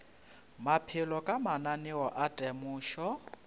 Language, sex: Northern Sotho, male